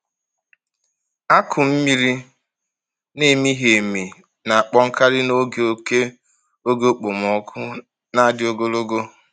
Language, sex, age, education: Igbo, male, 30-45, tertiary